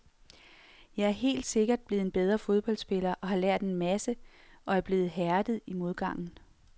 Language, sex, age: Danish, female, 46